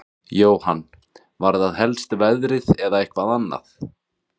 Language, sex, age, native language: Icelandic, male, 30-39, Icelandic